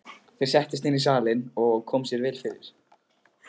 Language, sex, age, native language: Icelandic, male, 15, Icelandic